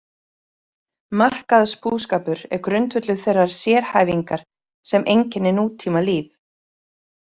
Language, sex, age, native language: Icelandic, female, 30-39, Icelandic